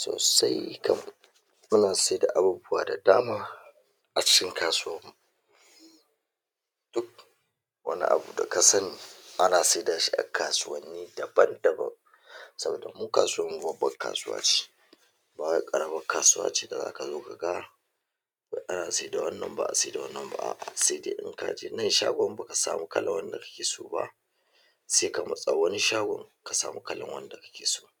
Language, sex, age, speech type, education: Hausa, male, 46-60, spontaneous, tertiary